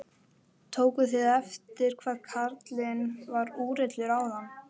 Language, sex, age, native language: Icelandic, female, 11, Icelandic